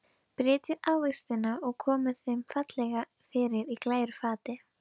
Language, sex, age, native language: Icelandic, female, 12, Icelandic